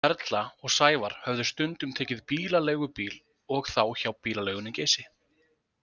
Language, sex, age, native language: Icelandic, male, 20-29, Icelandic